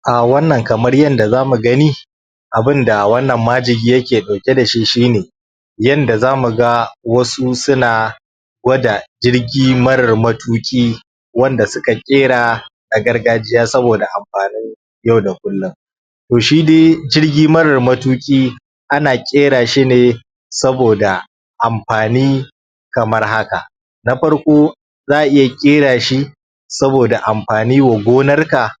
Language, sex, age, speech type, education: Hausa, male, 15-29, spontaneous, tertiary